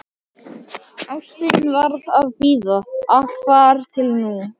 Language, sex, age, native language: Icelandic, male, 11, Icelandic